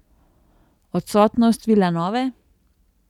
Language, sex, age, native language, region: Slovenian, female, 30-49, Slovenian, Central Slovenia